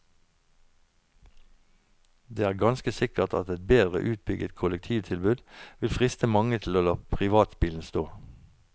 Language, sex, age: Norwegian, male, 49